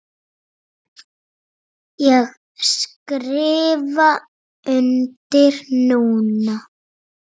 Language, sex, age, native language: Icelandic, female, 7, Icelandic